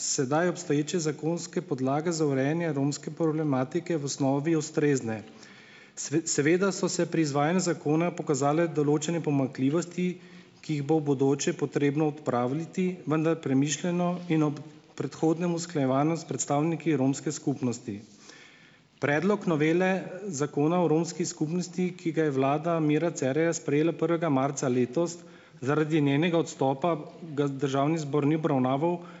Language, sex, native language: Slovenian, male, Slovenian